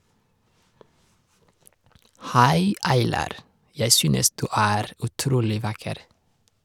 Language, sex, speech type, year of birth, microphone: Norwegian, male, read, 1986, Shure